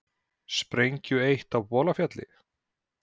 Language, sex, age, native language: Icelandic, male, 40-49, Icelandic